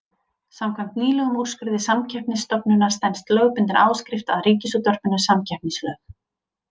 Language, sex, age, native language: Icelandic, female, 30-39, Icelandic